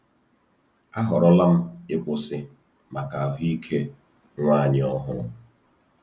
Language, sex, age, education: Igbo, male, 30-45, tertiary